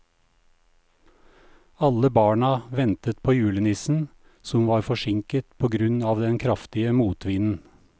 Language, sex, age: Norwegian, male, 56